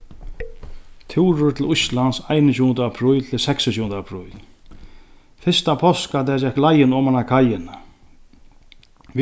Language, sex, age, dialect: Faroese, male, 36-60, Sandoy